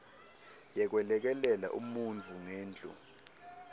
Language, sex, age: Swati, male, 19